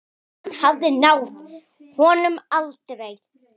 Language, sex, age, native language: Icelandic, female, 9, Icelandic